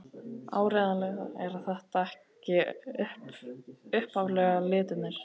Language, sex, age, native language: Icelandic, male, 12, Icelandic